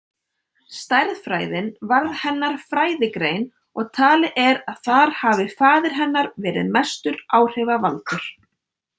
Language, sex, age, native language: Icelandic, female, 30-39, Icelandic